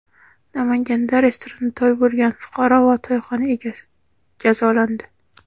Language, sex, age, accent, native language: Uzbek, female, 18-24, Samarqand, Uzbek